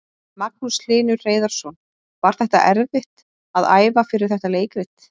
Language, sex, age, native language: Icelandic, female, 20-29, Icelandic